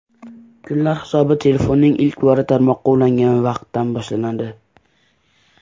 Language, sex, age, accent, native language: Uzbek, male, under 19, Andijon, Uzbek